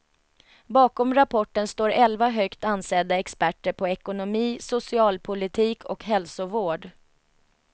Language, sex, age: Swedish, female, 33